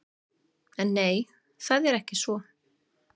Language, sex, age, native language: Icelandic, female, 30-39, Icelandic